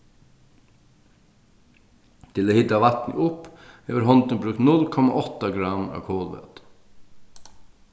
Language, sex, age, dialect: Faroese, male, 36-60, Sandoy